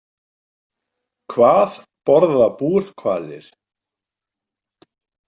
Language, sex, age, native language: Icelandic, male, 50-59, Icelandic